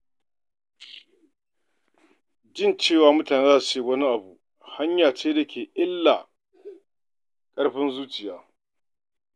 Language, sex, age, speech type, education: Hausa, male, 46-60, read, tertiary